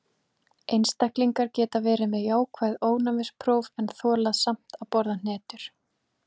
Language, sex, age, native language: Icelandic, female, 20-29, Icelandic